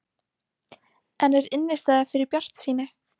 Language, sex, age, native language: Icelandic, female, 18-19, Icelandic